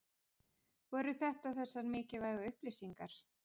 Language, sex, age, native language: Icelandic, female, 40-49, Icelandic